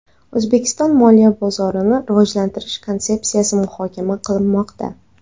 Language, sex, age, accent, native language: Uzbek, female, 18-24, Xorazm, Uzbek